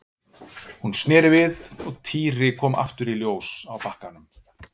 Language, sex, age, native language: Icelandic, male, 50-59, Icelandic